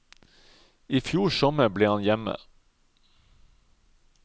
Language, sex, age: Norwegian, male, 31